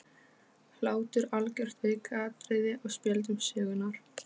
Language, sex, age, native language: Icelandic, female, 15, Polish